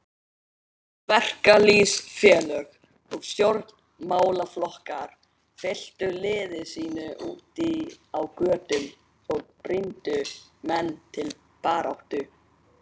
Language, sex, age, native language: Icelandic, male, 18-19, Icelandic